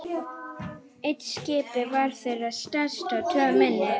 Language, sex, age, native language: Icelandic, female, 40-49, Icelandic